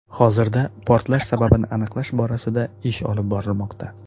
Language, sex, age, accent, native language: Uzbek, male, 30-39, Toshkent shahri, Uzbek